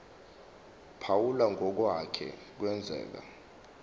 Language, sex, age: Zulu, male, 18